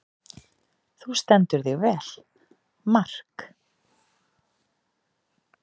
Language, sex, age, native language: Icelandic, female, 50-59, Icelandic